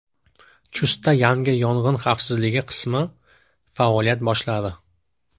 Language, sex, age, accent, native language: Uzbek, male, 25-34, Jizzax, Uzbek